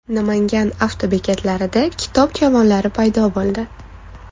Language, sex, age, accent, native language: Uzbek, female, 25-34, Toshkent shahri, Uzbek